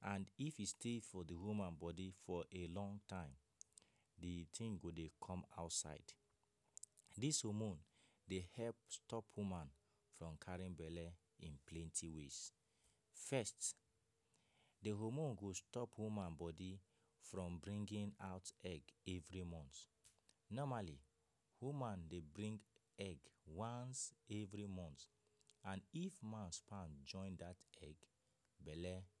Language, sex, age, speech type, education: Nigerian Pidgin, male, 15-29, spontaneous, tertiary